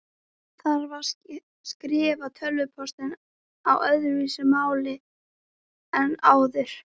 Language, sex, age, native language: Icelandic, female, 13, Icelandic